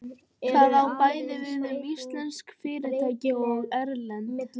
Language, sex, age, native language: Icelandic, male, 18-19, Icelandic